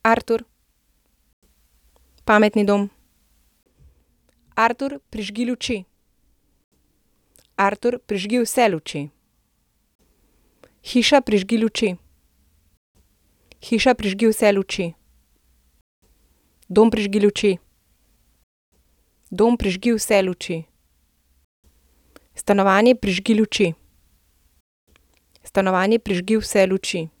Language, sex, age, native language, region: Slovenian, female, 30-49, Slovenian, Central Slovenia